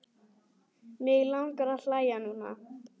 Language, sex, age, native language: Icelandic, male, 10, Icelandic